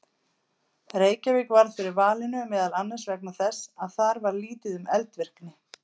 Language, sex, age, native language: Icelandic, female, 50-59, Icelandic